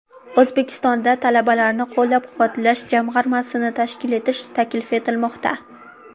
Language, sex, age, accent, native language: Uzbek, female, under 19, Toshkent shahri, Uzbek